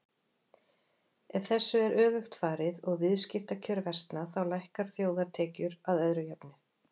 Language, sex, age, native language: Icelandic, female, 40-49, Icelandic